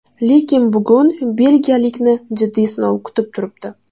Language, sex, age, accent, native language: Uzbek, female, 18-24, Jizzax, Uzbek